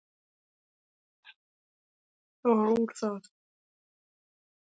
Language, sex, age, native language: Icelandic, male, 9, Icelandic